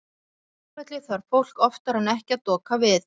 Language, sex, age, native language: Icelandic, female, 40-49, Icelandic